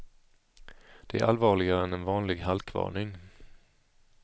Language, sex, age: Swedish, male, 35